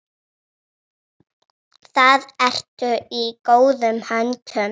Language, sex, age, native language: Icelandic, female, 6, Icelandic